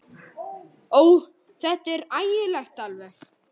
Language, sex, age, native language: Icelandic, male, 10, Icelandic